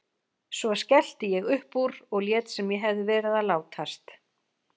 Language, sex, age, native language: Icelandic, female, 40-49, Icelandic